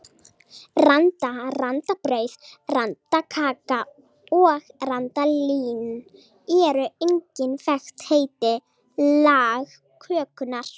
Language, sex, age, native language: Icelandic, female, 40-49, Icelandic